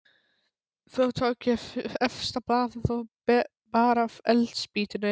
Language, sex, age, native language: Icelandic, male, 12, Polish